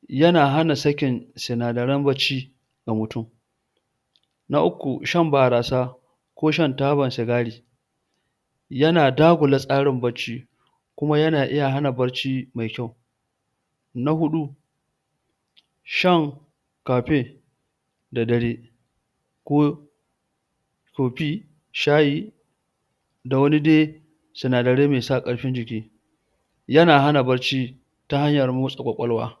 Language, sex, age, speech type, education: Hausa, male, 46-60, spontaneous, tertiary